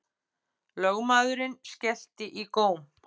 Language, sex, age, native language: Icelandic, female, 50-59, Icelandic